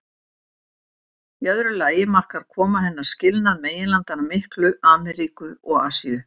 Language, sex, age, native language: Icelandic, female, 70-79, Icelandic